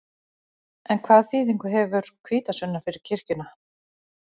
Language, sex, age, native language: Icelandic, female, 40-49, Icelandic